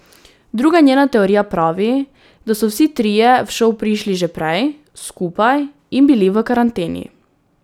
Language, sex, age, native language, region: Slovenian, female, 18-29, Slovenian, Drava region